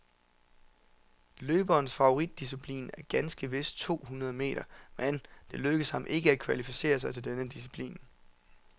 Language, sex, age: Danish, male, 27